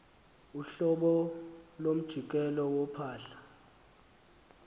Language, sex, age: Xhosa, male, 19